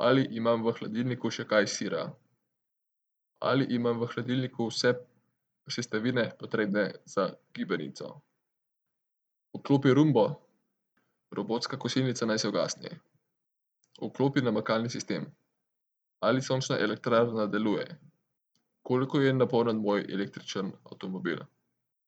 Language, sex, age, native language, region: Slovenian, male, 18-29, Slovenian, Central Slovenia